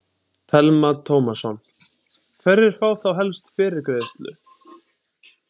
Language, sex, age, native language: Icelandic, male, 20-29, Icelandic